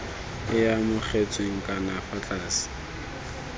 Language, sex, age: Tswana, male, 19